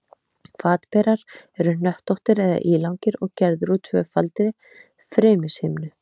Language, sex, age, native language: Icelandic, female, 30-39, Icelandic